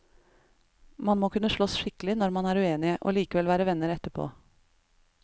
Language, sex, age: Norwegian, female, 33